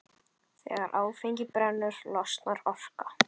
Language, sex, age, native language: Icelandic, female, 10, Icelandic